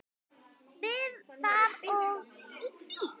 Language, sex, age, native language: Icelandic, female, 10, Icelandic